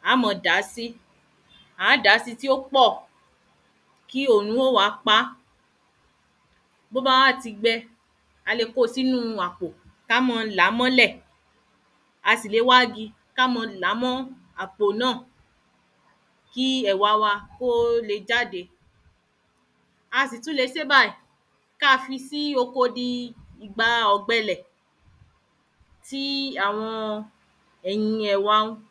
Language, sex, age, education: Yoruba, female, 30-45, tertiary